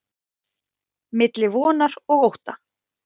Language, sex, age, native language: Icelandic, female, 40-49, Icelandic